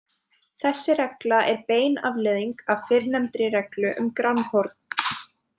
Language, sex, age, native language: Icelandic, female, 20-29, Icelandic